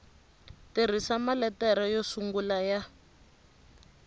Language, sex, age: Tsonga, female, 19